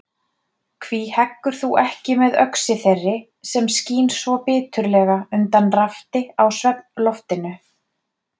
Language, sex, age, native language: Icelandic, female, 30-39, Icelandic